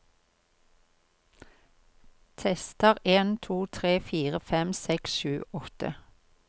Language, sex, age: Norwegian, female, 53